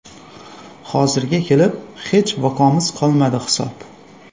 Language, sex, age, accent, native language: Uzbek, male, 25-34, Xorazm, Uzbek